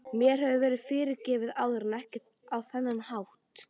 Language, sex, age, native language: Icelandic, female, 12, Icelandic